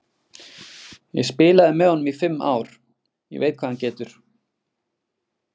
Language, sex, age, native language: Icelandic, male, 20-29, Icelandic